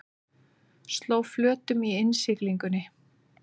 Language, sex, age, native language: Icelandic, female, 30-39, Icelandic